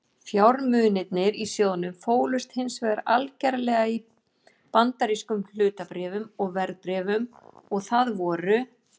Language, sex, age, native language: Icelandic, female, 40-49, Icelandic